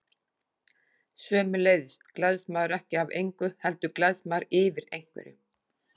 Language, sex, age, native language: Icelandic, female, 40-49, Icelandic